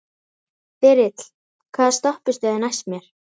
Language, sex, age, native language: Icelandic, female, 11, Icelandic